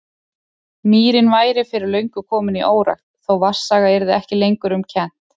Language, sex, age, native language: Icelandic, male, 30-39, Icelandic